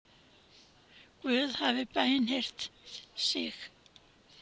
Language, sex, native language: Icelandic, female, Icelandic